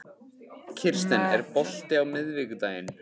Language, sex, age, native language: Icelandic, male, 15, Icelandic